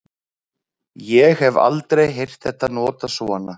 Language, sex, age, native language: Icelandic, male, 30-39, Icelandic